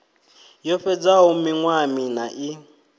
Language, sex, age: Venda, male, 23